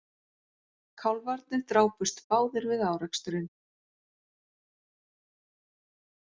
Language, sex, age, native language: Icelandic, female, 40-49, Icelandic